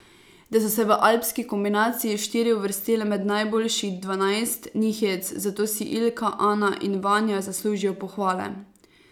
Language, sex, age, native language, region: Slovenian, female, 18-29, Slovenian, Savinja region